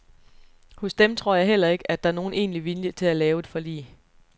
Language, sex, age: Danish, female, 29